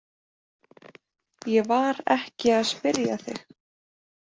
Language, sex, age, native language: Icelandic, female, 20-29, Icelandic